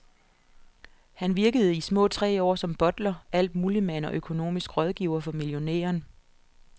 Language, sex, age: Danish, female, 47